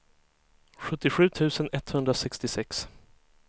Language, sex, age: Swedish, male, 23